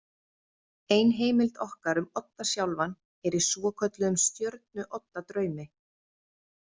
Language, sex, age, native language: Icelandic, female, 30-39, Icelandic